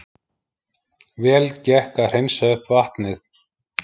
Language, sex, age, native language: Icelandic, male, 50-59, Icelandic